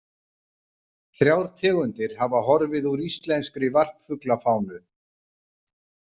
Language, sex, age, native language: Icelandic, male, 40-49, Icelandic